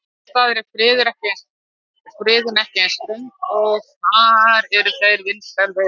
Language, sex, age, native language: Icelandic, female, 60-69, Icelandic